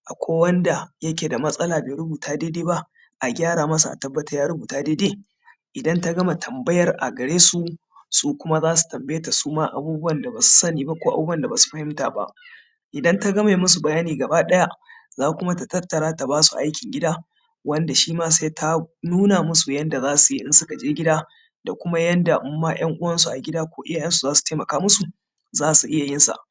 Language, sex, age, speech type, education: Hausa, male, 30-45, spontaneous, tertiary